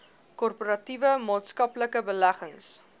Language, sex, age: Afrikaans, female, 21